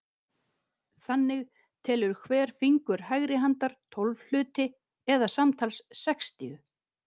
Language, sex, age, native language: Icelandic, female, 50-59, Icelandic